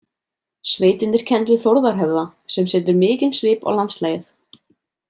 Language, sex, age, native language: Icelandic, female, 30-39, Icelandic